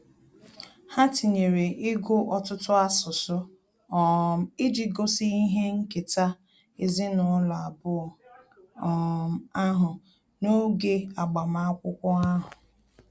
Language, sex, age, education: Igbo, female, 30-45, tertiary